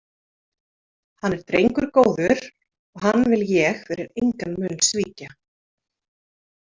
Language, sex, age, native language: Icelandic, female, 30-39, Icelandic